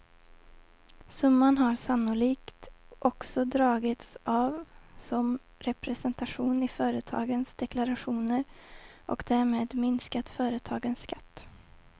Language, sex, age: Swedish, female, 20